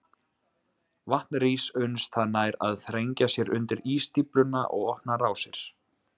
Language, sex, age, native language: Icelandic, male, 20-29, Icelandic